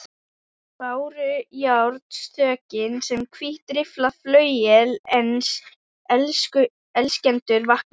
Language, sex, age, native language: Icelandic, female, 11, Icelandic